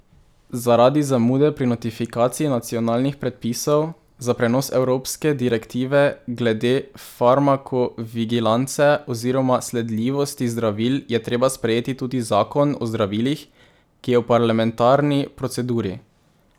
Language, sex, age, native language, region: Slovenian, male, 18-29, Slovenian, Drava region